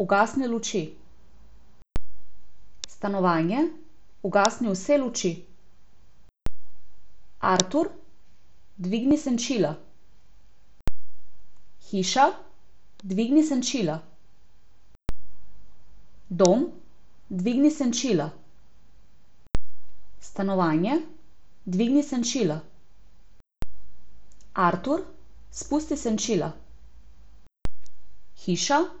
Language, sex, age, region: Slovenian, female, 18-29, Abroad